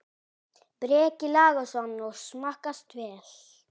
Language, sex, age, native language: Icelandic, male, 10, Icelandic